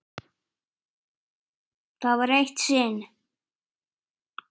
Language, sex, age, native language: Icelandic, male, 9, Icelandic